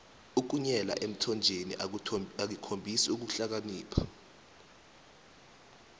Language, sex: South Ndebele, male